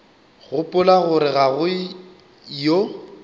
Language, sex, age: Northern Sotho, male, 25